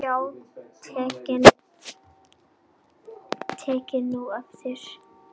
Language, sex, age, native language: Icelandic, female, 9, Icelandic